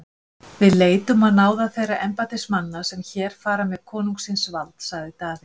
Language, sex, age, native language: Icelandic, female, 50-59, Icelandic